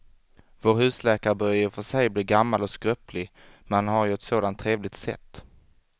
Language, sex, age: Swedish, male, 25